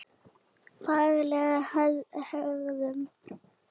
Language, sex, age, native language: Icelandic, female, 7, Icelandic